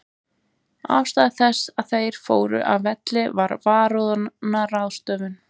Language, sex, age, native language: Icelandic, male, 20-29, Icelandic